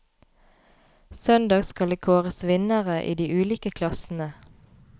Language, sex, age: Norwegian, female, 33